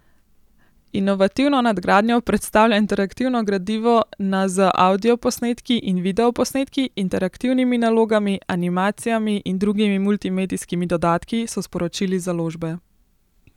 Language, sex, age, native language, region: Slovenian, female, 18-29, Slovenian, Central Slovenia